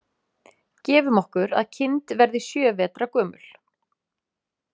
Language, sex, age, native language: Icelandic, female, 30-39, Icelandic